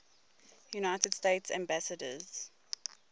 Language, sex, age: English, female, 22